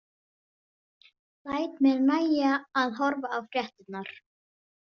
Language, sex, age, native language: Icelandic, female, 18-19, Icelandic